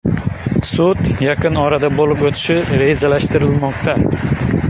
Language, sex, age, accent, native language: Uzbek, male, 18-24, Xorazm, Uzbek